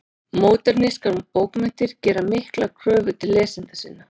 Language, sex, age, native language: Icelandic, female, 40-49, Icelandic